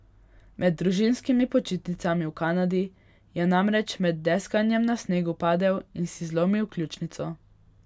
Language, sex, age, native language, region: Slovenian, female, 18-29, Hungarian, Pomurje region